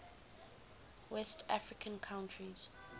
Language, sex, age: English, female, 19